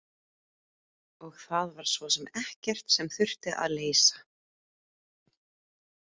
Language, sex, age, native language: Icelandic, female, 30-39, Icelandic